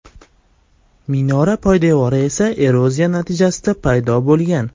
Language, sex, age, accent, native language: Uzbek, male, 18-24, Andijon, Uzbek